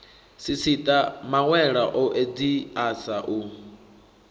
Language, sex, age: Venda, male, 21